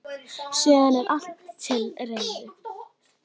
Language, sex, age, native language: Icelandic, female, 10, Icelandic